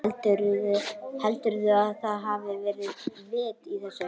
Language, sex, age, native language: Icelandic, male, 12, Icelandic